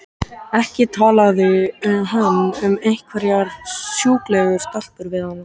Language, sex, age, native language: Icelandic, male, 13, Icelandic